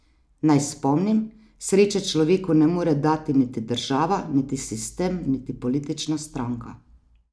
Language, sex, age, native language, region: Slovenian, female, 30-49, Slovenian, Savinja region